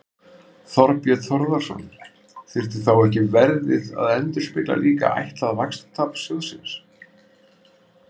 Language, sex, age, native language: Icelandic, male, 50-59, Icelandic